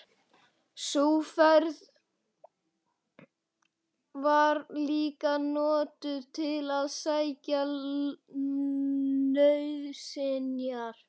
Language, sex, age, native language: Icelandic, male, 12, Icelandic